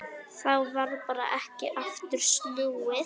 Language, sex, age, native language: Icelandic, female, 9, Icelandic